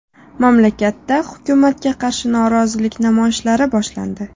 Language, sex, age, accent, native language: Uzbek, female, 19-29, Toshkent shahri, Uzbek